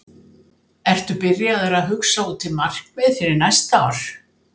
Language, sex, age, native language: Icelandic, female, 70-79, Icelandic